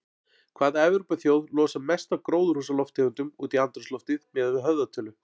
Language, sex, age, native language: Icelandic, male, 40-49, Icelandic